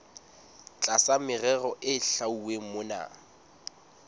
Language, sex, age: Southern Sotho, male, 19